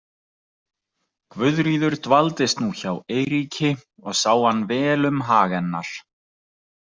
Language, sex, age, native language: Icelandic, male, 40-49, Icelandic